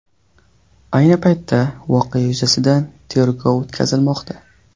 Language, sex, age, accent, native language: Uzbek, male, 18-24, Qashqadaryo, Uzbek